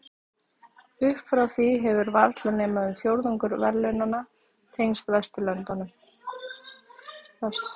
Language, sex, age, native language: Icelandic, female, 30-39, Icelandic